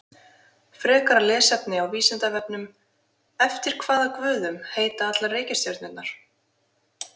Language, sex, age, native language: Icelandic, female, 20-29, Icelandic